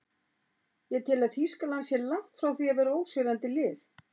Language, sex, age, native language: Icelandic, female, 60-69, Icelandic